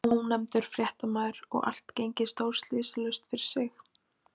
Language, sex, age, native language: Icelandic, female, 20-29, Icelandic